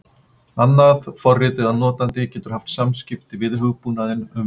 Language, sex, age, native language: Icelandic, male, 50-59, Icelandic